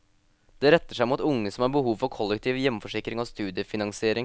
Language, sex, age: Norwegian, male, 18